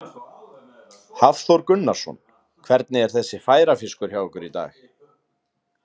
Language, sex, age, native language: Icelandic, male, 30-39, Icelandic